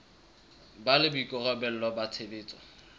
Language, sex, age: Southern Sotho, male, 23